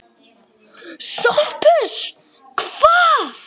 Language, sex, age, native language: Icelandic, male, 9, Icelandic